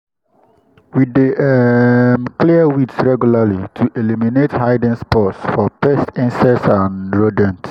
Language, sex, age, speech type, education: Nigerian Pidgin, male, 15-29, spontaneous, tertiary